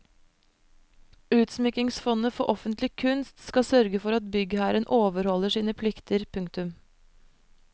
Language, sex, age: Norwegian, female, 25